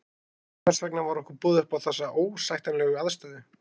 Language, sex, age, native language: Icelandic, male, 20-29, Icelandic